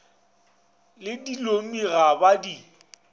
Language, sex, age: Northern Sotho, male, 24